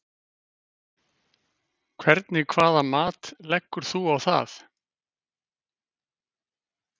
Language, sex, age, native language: Icelandic, male, 50-59, Icelandic